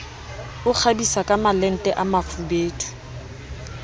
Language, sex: Southern Sotho, female